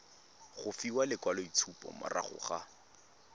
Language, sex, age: Tswana, male, 19